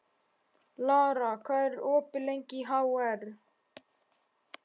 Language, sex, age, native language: Icelandic, male, 11, Icelandic